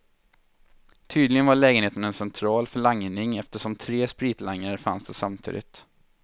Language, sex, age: Swedish, male, 23